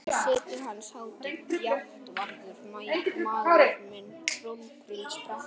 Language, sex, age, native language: Icelandic, male, 11, Icelandic